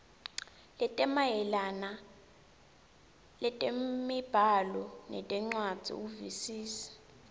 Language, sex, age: Swati, female, 20